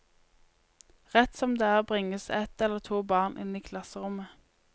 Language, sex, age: Norwegian, female, 20